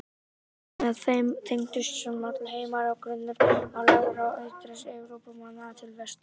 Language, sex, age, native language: Icelandic, male, 18-19, Icelandic